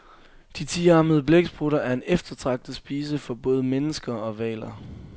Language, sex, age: Danish, male, 22